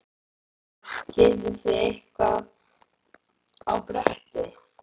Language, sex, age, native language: Icelandic, male, 11, Icelandic